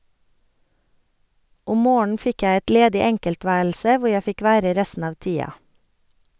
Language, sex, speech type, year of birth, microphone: Norwegian, female, read, 1973, Sennheiser